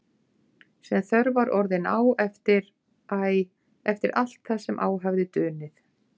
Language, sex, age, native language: Icelandic, female, 50-59, Icelandic